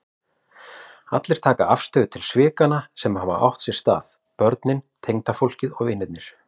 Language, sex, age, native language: Icelandic, male, 40-49, Icelandic